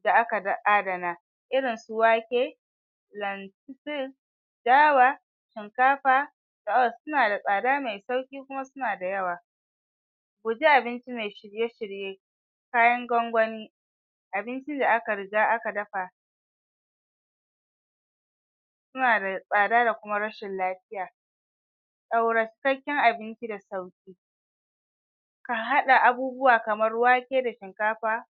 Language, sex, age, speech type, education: Hausa, male, 30-45, spontaneous, tertiary